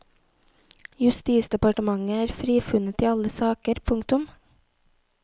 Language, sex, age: Norwegian, female, 18